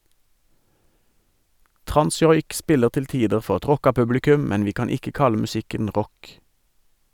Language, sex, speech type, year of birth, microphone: Norwegian, male, read, 1973, Sennheiser